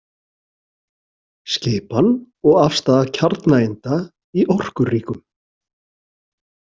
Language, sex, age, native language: Icelandic, male, 40-49, Icelandic